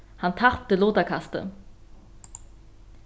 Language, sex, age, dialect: Faroese, female, 36-60, Norðuroyggjar